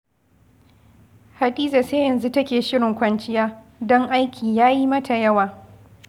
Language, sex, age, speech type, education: Hausa, female, 15-29, read, secondary